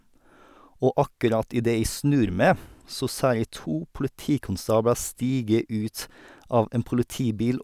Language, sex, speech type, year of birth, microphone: Norwegian, male, spontaneous, 1989, Sennheiser